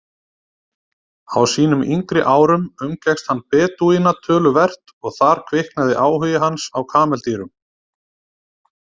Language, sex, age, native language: Icelandic, male, 30-39, Icelandic